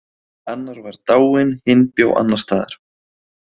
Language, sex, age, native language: Icelandic, male, 20-29, Icelandic